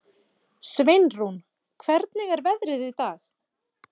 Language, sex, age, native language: Icelandic, female, 40-49, Icelandic